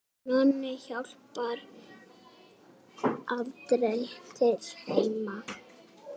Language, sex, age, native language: Icelandic, female, 6, Icelandic